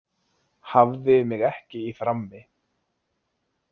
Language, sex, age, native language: Icelandic, male, 20-29, Icelandic